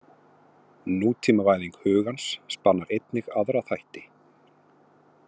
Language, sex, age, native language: Icelandic, male, 40-49, Icelandic